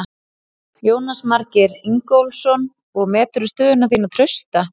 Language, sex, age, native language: Icelandic, female, 30-39, Icelandic